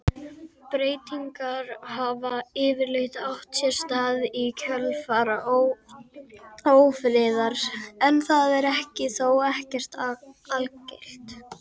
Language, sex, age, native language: Icelandic, female, 50-59, Icelandic